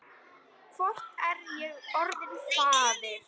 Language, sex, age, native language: Icelandic, female, 10, Icelandic